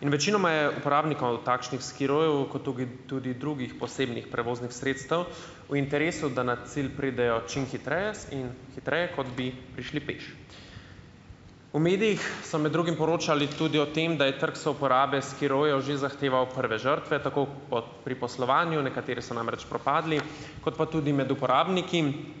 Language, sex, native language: Slovenian, male, Slovenian